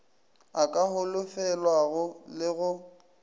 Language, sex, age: Northern Sotho, male, 20